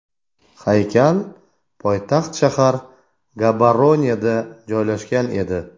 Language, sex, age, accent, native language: Uzbek, male, 40-49, Toshkent viloyati, Uzbek